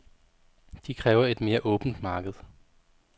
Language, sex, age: Danish, male, 32